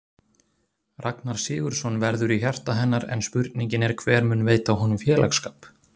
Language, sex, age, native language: Icelandic, male, 30-39, Icelandic